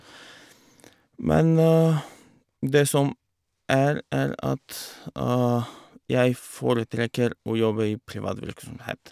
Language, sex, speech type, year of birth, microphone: Norwegian, male, spontaneous, 1985, Shure